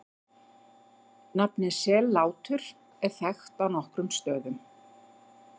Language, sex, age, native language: Icelandic, female, 50-59, Icelandic